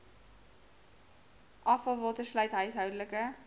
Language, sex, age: Afrikaans, female, 18